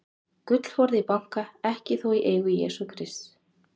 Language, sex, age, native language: Icelandic, female, 30-39, Icelandic